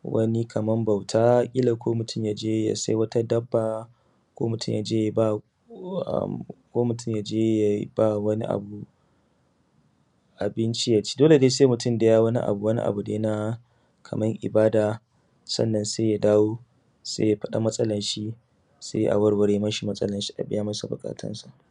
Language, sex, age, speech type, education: Hausa, male, 30-45, spontaneous, secondary